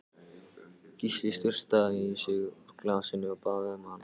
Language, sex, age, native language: Icelandic, male, 14, Icelandic